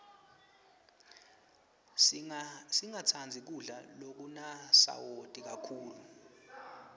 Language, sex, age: Swati, male, 23